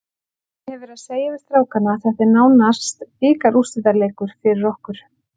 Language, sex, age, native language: Icelandic, female, 40-49, Icelandic